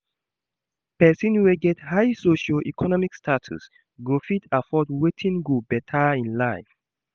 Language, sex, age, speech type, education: Nigerian Pidgin, male, 15-29, read, secondary